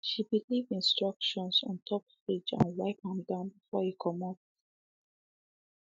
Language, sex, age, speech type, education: Nigerian Pidgin, female, 15-29, spontaneous, secondary